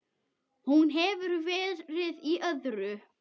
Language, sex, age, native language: Icelandic, female, 10, Icelandic